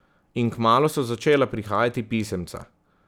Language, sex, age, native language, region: Slovenian, male, 30-49, Slovenian, Southeast Slovenia